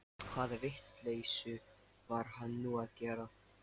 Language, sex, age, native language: Icelandic, male, 13, Lithuanian